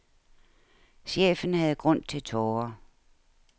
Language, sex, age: Danish, female, 69